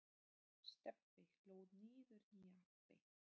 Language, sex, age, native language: Icelandic, female, 30-39, Polish